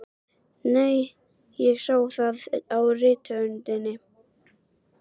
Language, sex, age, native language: Icelandic, female, 12, Icelandic